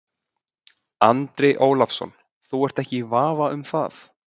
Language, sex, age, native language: Icelandic, male, 20-29, Icelandic